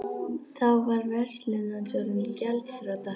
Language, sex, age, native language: Icelandic, female, 11, Icelandic